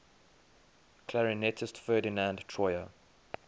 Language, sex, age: English, male, 23